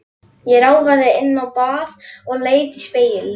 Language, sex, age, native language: Icelandic, female, 11, Icelandic